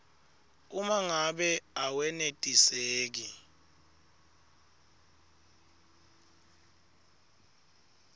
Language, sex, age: Swati, male, 21